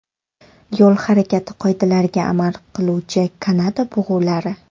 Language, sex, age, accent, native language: Uzbek, female, 18-24, Toshkent shahri, Uzbek